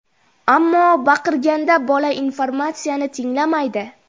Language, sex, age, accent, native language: Uzbek, female, 12-17, Jizzax, Uzbek